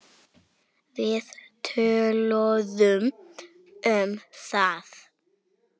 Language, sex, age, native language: Icelandic, female, 7, Icelandic